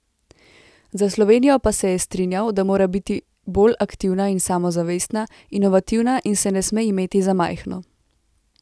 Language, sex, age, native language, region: Slovenian, female, 18-29, Slovenian, Central Slovenia